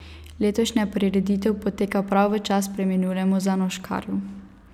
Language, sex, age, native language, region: Slovenian, female, 18-29, Slovenian, Savinja region